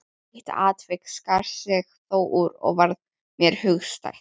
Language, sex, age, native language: Icelandic, female, 12, Icelandic